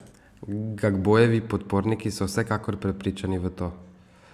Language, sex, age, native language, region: Slovenian, male, 18-29, Slovenian, Savinja region